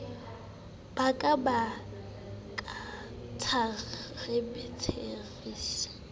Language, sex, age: Southern Sotho, female, 18